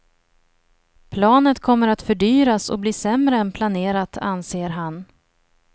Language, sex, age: Swedish, female, 30